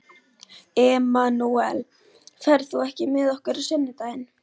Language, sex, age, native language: Icelandic, female, 11, Icelandic